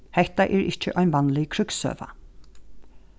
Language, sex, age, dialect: Faroese, female, 36-60, Norðuroyggjar